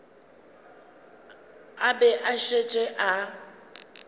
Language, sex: Northern Sotho, female